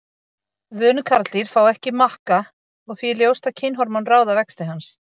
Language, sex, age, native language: Icelandic, female, 30-39, Icelandic